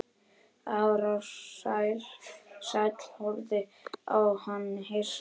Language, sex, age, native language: Icelandic, male, 10, Icelandic